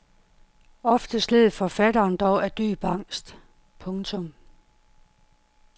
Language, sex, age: Danish, female, 51